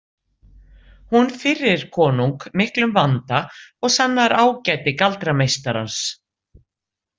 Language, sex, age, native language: Icelandic, female, 60-69, Icelandic